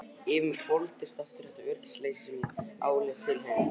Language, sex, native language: Icelandic, male, Icelandic